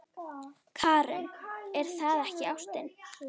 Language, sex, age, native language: Icelandic, female, 9, Icelandic